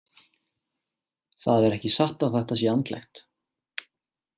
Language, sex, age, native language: Icelandic, male, 18-19, Icelandic